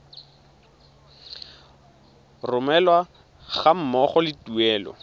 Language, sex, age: Tswana, male, 22